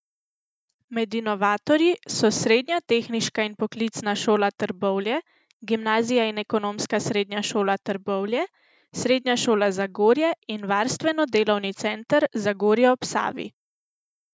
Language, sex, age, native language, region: Slovenian, female, 18-29, Slovenian, Central Slovenia